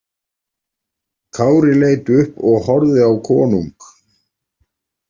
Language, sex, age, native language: Icelandic, male, 40-49, Icelandic